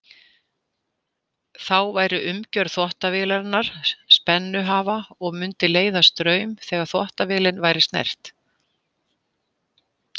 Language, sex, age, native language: Icelandic, female, 60-69, Icelandic